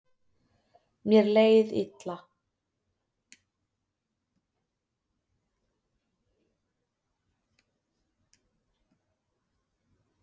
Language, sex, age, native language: Icelandic, female, 30-39, Icelandic